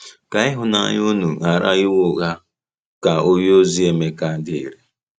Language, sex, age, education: Igbo, male, 15-29, tertiary